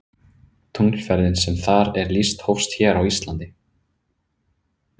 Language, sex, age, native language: Icelandic, male, 30-39, Icelandic